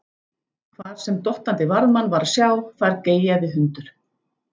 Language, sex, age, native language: Icelandic, female, 14, Icelandic